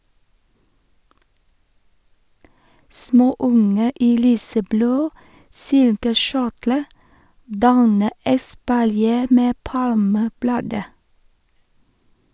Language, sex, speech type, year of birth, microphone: Norwegian, female, read, 1973, Shure